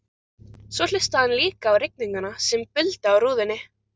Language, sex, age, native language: Icelandic, other, 13, Icelandic